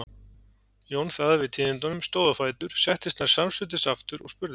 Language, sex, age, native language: Icelandic, male, 40-49, Icelandic